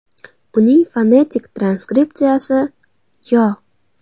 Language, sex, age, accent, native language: Uzbek, female, 19-29, Andijon, Uzbek